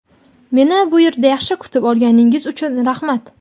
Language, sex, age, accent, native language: Uzbek, female, 18-24, Qashqadaryo, Uzbek